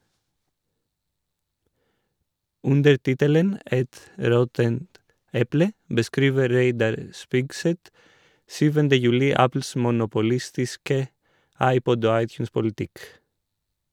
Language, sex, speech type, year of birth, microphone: Norwegian, male, read, 1986, Shure